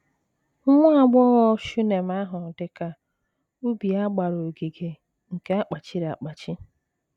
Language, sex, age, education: Igbo, female, 30-45, tertiary